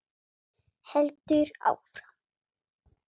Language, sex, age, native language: Icelandic, female, 7, Swedish